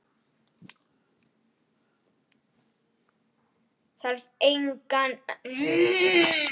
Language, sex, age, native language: Icelandic, female, 8, Icelandic